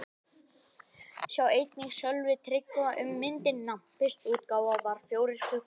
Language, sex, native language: Icelandic, male, Icelandic